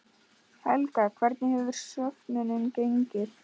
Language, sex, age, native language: Icelandic, male, 10, Icelandic